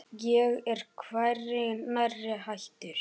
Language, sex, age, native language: Icelandic, female, 8, Icelandic